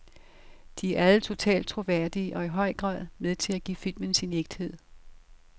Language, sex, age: Danish, female, 67